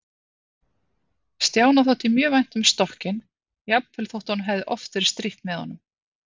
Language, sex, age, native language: Icelandic, female, 50-59, Icelandic